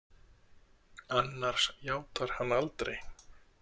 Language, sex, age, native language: Icelandic, male, 30-39, Icelandic